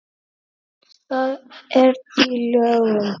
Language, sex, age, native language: Icelandic, male, 9, Icelandic